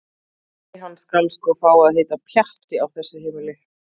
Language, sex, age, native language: Icelandic, female, 30-39, Icelandic